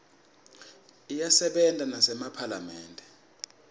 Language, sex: Swati, male